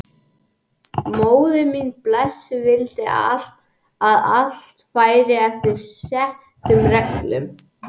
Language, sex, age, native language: Icelandic, male, 11, English